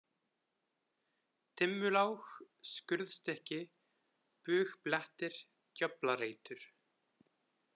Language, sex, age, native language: Icelandic, male, 20-29, Icelandic